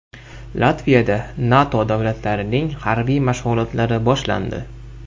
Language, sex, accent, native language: Uzbek, male, Farg'ona, Uzbek